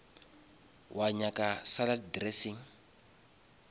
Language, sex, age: Northern Sotho, male, 26